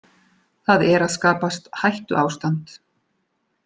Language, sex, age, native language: Icelandic, female, 40-49, Icelandic